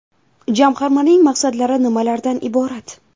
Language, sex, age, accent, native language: Uzbek, female, 19-29, Buxoro, Uzbek